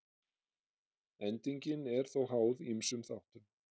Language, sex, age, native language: Icelandic, male, 30-39, Icelandic